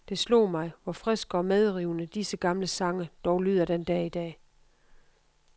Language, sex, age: Danish, female, 52